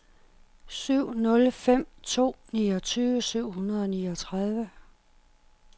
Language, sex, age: Danish, female, 51